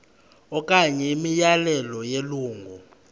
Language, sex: Xhosa, male